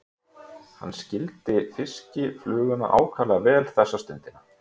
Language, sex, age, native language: Icelandic, male, 30-39, Icelandic